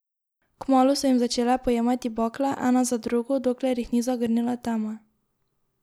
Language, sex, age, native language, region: Slovenian, female, 18-29, Slovenian, Drava region